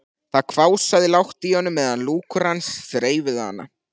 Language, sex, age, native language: Icelandic, male, 14, Icelandic